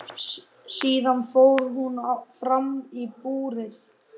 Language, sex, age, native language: Icelandic, male, 11, Icelandic